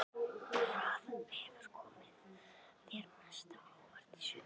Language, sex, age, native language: Icelandic, female, 11, Icelandic